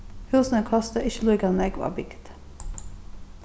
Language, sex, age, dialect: Faroese, female, 36-60, Suðurstreymoy